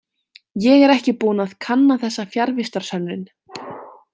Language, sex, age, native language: Icelandic, female, 18-19, Icelandic